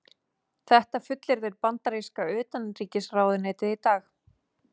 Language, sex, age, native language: Icelandic, female, 30-39, Icelandic